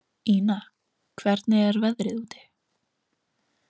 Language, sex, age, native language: Icelandic, female, 18-19, Icelandic